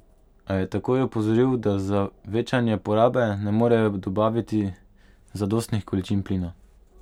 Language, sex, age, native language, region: Slovenian, male, 18-29, Slovenian, Pomurje region